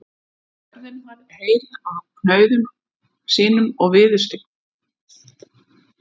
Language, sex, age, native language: Icelandic, female, 50-59, Icelandic